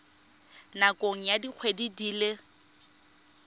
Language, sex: Tswana, female